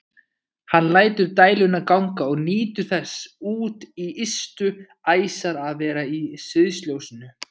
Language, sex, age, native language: Icelandic, male, 20-29, Icelandic